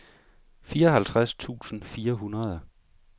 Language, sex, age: Danish, male, 35